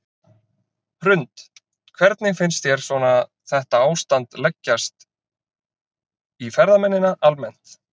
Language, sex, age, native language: Icelandic, male, 30-39, Icelandic